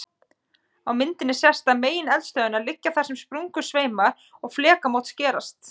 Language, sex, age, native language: Icelandic, female, 20-29, Icelandic